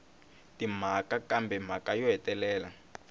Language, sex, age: Tsonga, male, 21